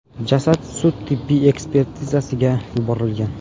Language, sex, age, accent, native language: Uzbek, male, 18-24, Farg'ona, Uzbek